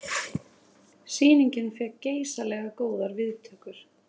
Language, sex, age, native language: Icelandic, female, 30-39, Icelandic